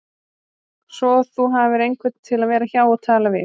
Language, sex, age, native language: Icelandic, female, 30-39, Icelandic